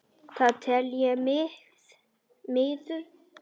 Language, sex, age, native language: Icelandic, male, 9, Icelandic